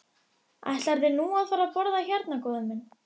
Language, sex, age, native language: Icelandic, female, 11, Icelandic